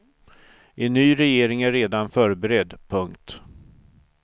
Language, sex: Swedish, male